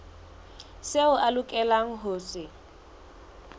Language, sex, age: Southern Sotho, female, 22